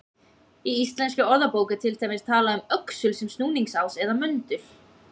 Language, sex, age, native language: Icelandic, female, 20-29, Icelandic